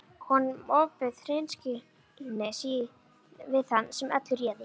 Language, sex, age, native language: Icelandic, female, 11, Icelandic